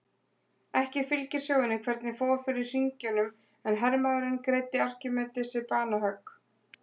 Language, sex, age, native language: Icelandic, female, 20-29, Icelandic